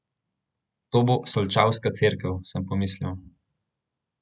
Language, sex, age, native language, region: Slovenian, male, 18-29, Slovenian, Central Slovenia